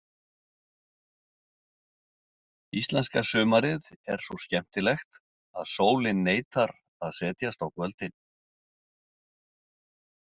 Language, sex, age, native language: Icelandic, male, 60-69, Icelandic